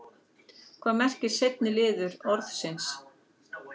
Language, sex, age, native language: Icelandic, female, 40-49, Icelandic